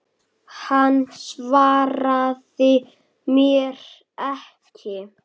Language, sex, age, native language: Icelandic, male, 8, Icelandic